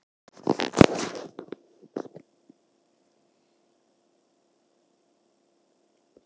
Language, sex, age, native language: Icelandic, female, 18-19, Icelandic